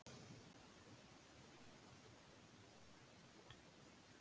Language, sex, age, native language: Icelandic, female, 60-69, Icelandic